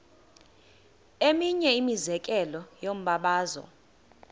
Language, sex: Xhosa, female